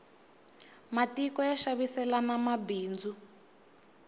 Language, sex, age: Tsonga, female, 19